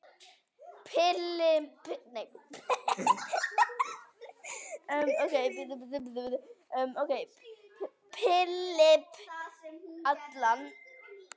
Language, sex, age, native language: Icelandic, female, 9, Icelandic